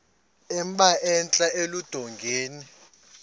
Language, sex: Xhosa, male